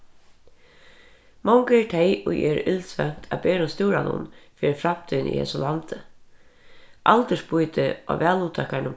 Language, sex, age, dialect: Faroese, female, 36-60, Norðurstreymoy/Eysturoy